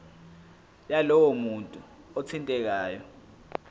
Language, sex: Zulu, male